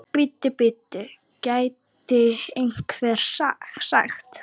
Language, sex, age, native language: Icelandic, female, 9, Icelandic